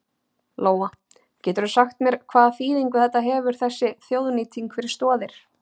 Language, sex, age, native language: Icelandic, female, 30-39, Icelandic